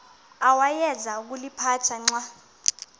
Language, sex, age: Xhosa, female, 22